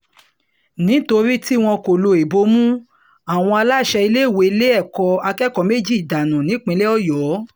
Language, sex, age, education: Yoruba, female, 30-45, tertiary